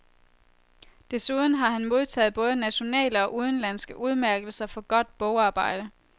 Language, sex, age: Danish, female, 23